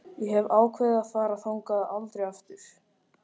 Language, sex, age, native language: Icelandic, male, 13, Icelandic